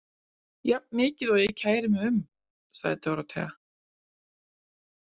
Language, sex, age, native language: Icelandic, female, 40-49, Icelandic